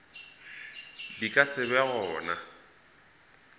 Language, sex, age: Northern Sotho, male, 20